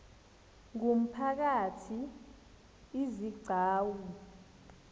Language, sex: Xhosa, male